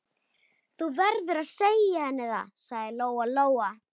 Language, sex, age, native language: Icelandic, female, 11, Icelandic